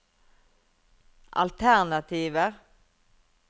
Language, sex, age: Norwegian, female, 51